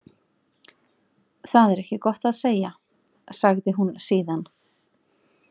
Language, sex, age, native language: Icelandic, female, 40-49, Icelandic